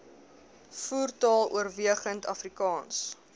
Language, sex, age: Afrikaans, female, 21